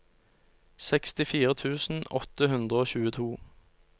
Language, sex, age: Norwegian, male, 29